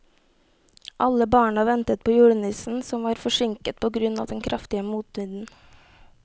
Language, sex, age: Norwegian, female, 18